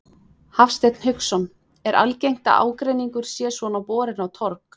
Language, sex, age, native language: Icelandic, female, 20-29, Icelandic